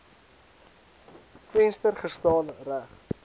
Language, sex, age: Afrikaans, male, 19